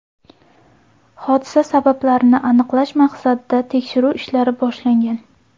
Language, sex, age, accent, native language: Uzbek, female, 18-24, Samarqand, Uzbek